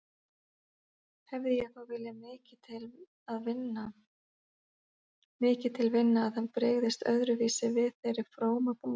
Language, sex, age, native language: Icelandic, female, 40-49, Icelandic